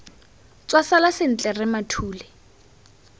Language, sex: Tswana, female